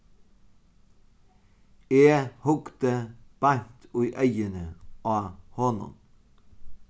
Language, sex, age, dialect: Faroese, male, 36-60, Sandoy